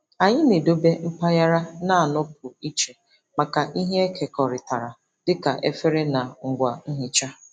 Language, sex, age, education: Igbo, female, 30-45, tertiary